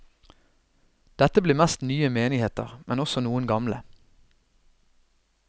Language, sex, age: Norwegian, male, 32